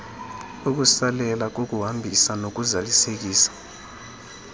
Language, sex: Xhosa, female